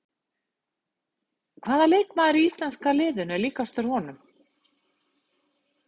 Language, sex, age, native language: Icelandic, female, 50-59, Icelandic